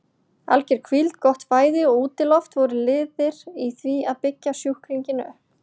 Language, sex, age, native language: Icelandic, male, 40-49, Icelandic